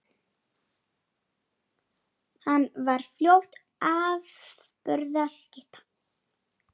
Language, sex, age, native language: Icelandic, female, 8, Icelandic